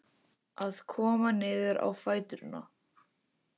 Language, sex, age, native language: Icelandic, male, 18-19, Icelandic